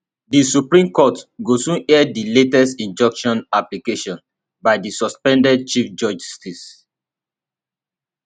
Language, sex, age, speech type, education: Nigerian Pidgin, male, 30-45, spontaneous, tertiary